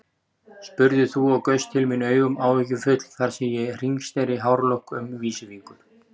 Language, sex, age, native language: Icelandic, male, 40-49, Icelandic